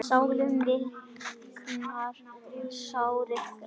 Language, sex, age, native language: Icelandic, male, 10, Icelandic